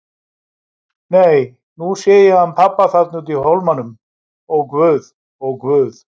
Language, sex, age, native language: Icelandic, male, 60-69, Icelandic